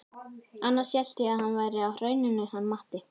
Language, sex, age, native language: Icelandic, female, 11, Icelandic